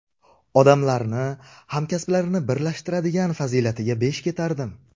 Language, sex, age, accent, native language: Uzbek, male, 25-34, Surxondaryo, Uzbek